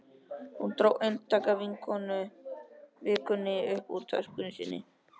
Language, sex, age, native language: Icelandic, male, 13, Icelandic